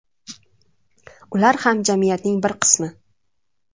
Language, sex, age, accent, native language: Uzbek, female, 19-29, Toshkent shahri, Uzbek